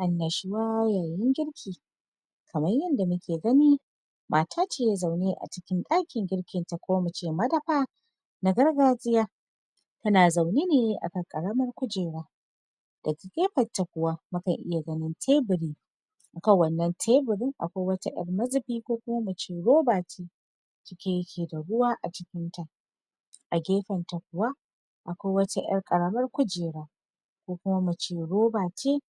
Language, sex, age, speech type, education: Hausa, female, 15-29, spontaneous, tertiary